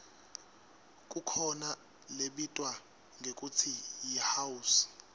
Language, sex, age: Swati, male, 23